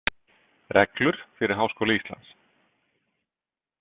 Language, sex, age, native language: Icelandic, male, 50-59, Icelandic